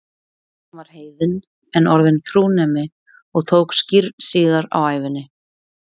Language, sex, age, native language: Icelandic, female, 20-29, Icelandic